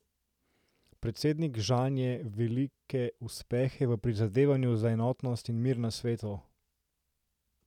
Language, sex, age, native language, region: Slovenian, male, 18-29, Slovenian, Central Slovenia